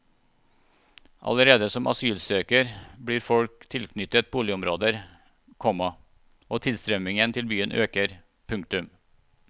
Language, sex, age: Norwegian, male, 41